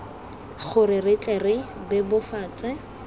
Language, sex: Tswana, female